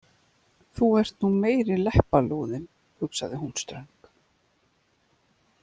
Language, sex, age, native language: Icelandic, female, 50-59, Icelandic